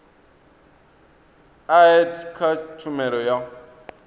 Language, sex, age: Venda, male, 22